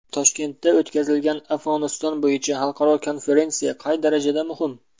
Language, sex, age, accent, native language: Uzbek, male, 19-29, Namangan, Uzbek